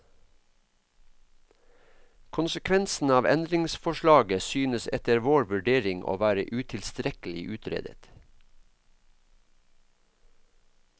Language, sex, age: Norwegian, male, 54